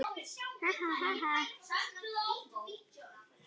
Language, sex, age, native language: Icelandic, male, 9, Icelandic